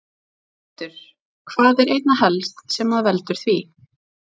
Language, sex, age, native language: Icelandic, female, 40-49, Icelandic